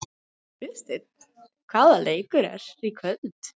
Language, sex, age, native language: Icelandic, female, 18-19, Icelandic